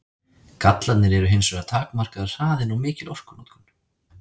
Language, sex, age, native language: Icelandic, male, 30-39, Icelandic